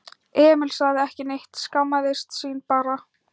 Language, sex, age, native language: Icelandic, female, 13, Thai